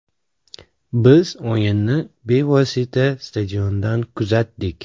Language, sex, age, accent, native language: Uzbek, male, 25-34, Namangan, Uzbek